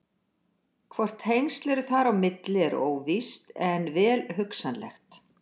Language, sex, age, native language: Icelandic, female, 60-69, Icelandic